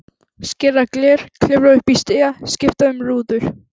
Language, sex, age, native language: Icelandic, female, 11, Icelandic